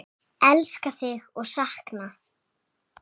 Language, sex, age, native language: Icelandic, female, 7, Icelandic